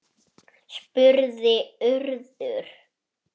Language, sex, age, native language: Icelandic, male, 6, Icelandic